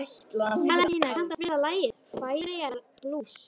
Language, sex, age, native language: Icelandic, female, 12, Icelandic